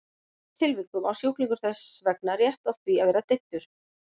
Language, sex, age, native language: Icelandic, female, 50-59, Icelandic